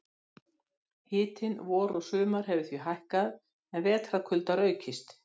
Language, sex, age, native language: Icelandic, female, 60-69, Icelandic